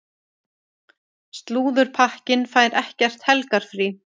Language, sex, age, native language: Icelandic, female, 30-39, Icelandic